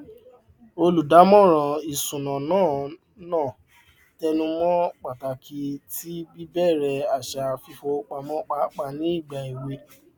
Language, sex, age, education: Yoruba, male, 15-29, tertiary